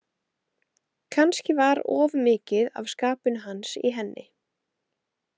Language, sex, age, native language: Icelandic, female, 18-19, Icelandic